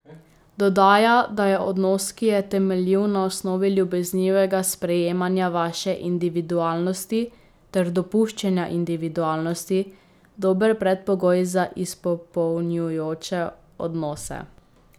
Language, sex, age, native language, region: Slovenian, female, 18-29, Slovenian, Drava region